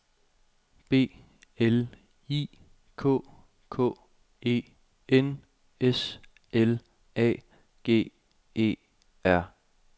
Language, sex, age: Danish, male, 27